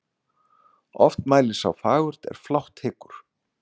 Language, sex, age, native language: Icelandic, male, 60-69, Icelandic